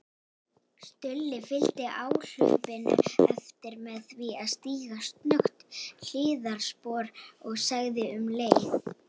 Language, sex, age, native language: Icelandic, female, 18-19, Icelandic